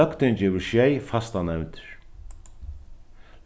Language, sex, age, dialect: Faroese, male, 36-60, Norðurstreymoy/Eysturoy